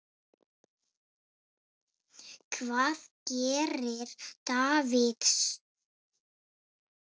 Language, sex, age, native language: Icelandic, female, 6, Icelandic